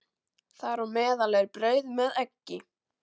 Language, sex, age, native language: Icelandic, male, 12, Icelandic